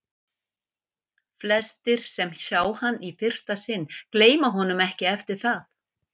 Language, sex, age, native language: Icelandic, female, 50-59, Icelandic